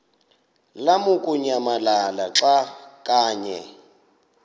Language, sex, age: Xhosa, male, 26